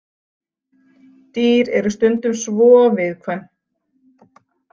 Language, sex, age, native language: Icelandic, female, 40-49, Icelandic